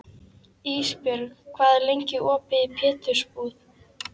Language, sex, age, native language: Icelandic, female, 11, Icelandic